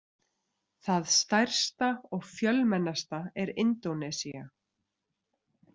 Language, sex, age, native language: Icelandic, female, 30-39, Icelandic